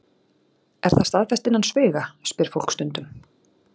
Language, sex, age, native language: Icelandic, female, 40-49, Icelandic